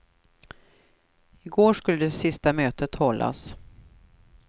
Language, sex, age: Swedish, female, 43